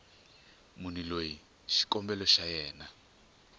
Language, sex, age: Tsonga, male, 24